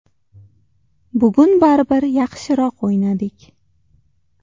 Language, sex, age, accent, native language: Uzbek, female, 19-29, Toshkent shahri, Uzbek